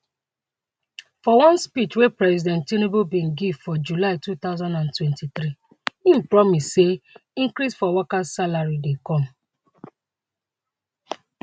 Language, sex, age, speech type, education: Nigerian Pidgin, female, 30-45, spontaneous, tertiary